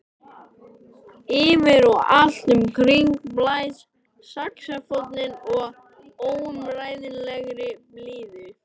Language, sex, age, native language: Icelandic, male, 13, Icelandic